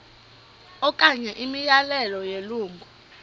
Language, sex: Xhosa, female